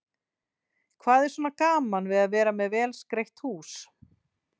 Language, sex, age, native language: Icelandic, female, 40-49, Icelandic